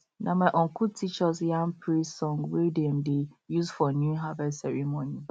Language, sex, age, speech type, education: Nigerian Pidgin, female, 30-45, spontaneous, tertiary